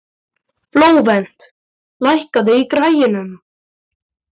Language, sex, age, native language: Icelandic, male, 12, Icelandic